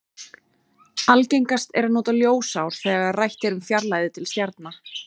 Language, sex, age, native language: Icelandic, female, 30-39, Icelandic